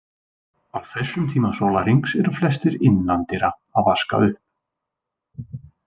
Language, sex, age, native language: Icelandic, male, 20-29, Icelandic